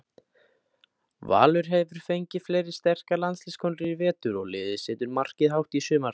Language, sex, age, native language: Icelandic, male, 18-19, Icelandic